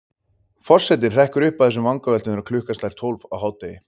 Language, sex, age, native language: Icelandic, male, 30-39, Icelandic